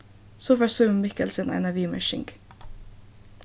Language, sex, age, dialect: Faroese, female, 15-35, Suðurstreymoy